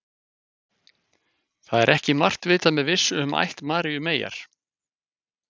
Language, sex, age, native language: Icelandic, male, 50-59, Icelandic